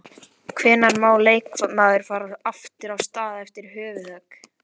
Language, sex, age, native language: Icelandic, male, 11, Icelandic